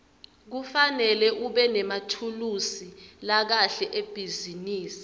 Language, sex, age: Swati, female, 22